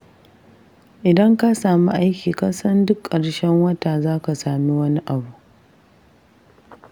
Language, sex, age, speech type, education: Hausa, female, 15-29, read, tertiary